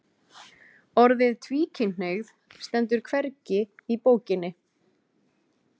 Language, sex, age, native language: Icelandic, female, 40-49, Icelandic